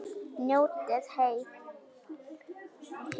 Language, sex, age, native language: Icelandic, female, 9, Icelandic